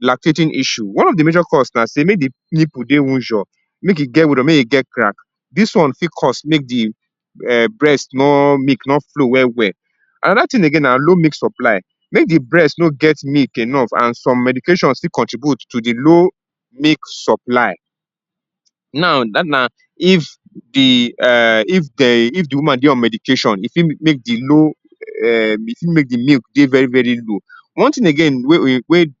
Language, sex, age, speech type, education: Nigerian Pidgin, male, 30-45, spontaneous, tertiary